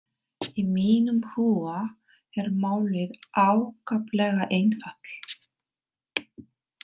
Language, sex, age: Icelandic, female, 30-39